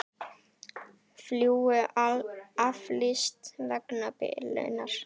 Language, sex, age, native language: Icelandic, female, 18-19, Icelandic